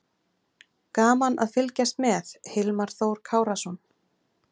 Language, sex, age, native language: Icelandic, female, 30-39, Icelandic